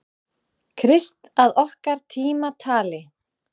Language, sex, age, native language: Icelandic, female, 30-39, Icelandic